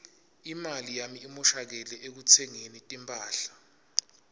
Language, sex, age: Swati, male, 25